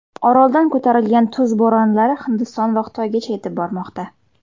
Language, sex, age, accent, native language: Uzbek, female, 18-24, Surxondaryo, Uzbek